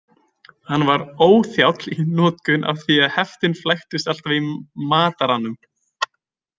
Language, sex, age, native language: Icelandic, male, 20-29, Icelandic